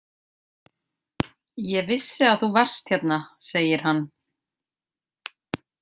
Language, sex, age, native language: Icelandic, male, 50-59, Icelandic